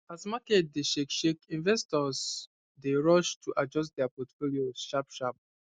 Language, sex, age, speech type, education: Nigerian Pidgin, male, 15-29, spontaneous, secondary